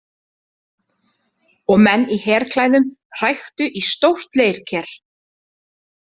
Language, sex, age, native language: Icelandic, female, 30-39, Icelandic